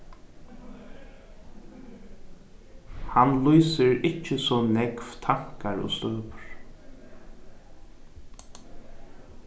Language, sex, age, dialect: Faroese, male, 15-35, Norðuroyggjar